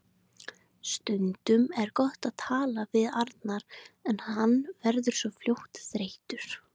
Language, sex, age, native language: Icelandic, female, 20-29, Icelandic